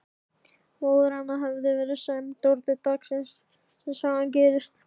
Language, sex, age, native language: Icelandic, male, 13, Icelandic